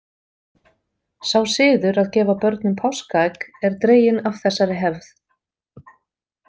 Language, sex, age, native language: Icelandic, female, 40-49, Icelandic